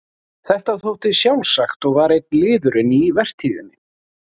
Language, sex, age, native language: Icelandic, male, 40-49, Icelandic